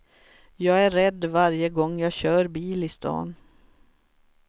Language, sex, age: Swedish, female, 44